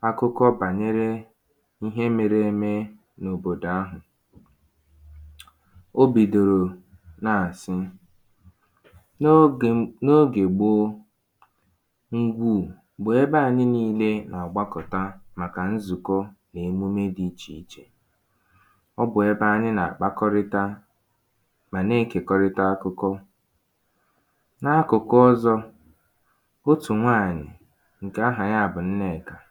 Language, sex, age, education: Igbo, male, 15-29, tertiary